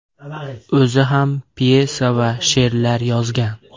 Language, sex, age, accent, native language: Uzbek, male, 18-24, Andijon, Uzbek